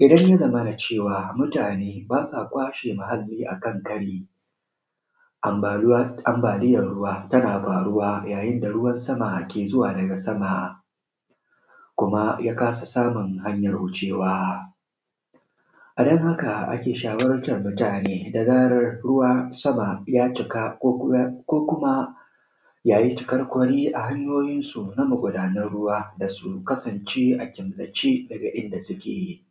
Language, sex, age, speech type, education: Hausa, male, 15-29, spontaneous, tertiary